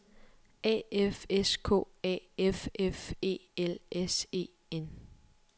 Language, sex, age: Danish, female, 23